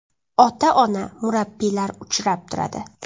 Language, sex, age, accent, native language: Uzbek, female, 19-29, Jizzax, Uzbek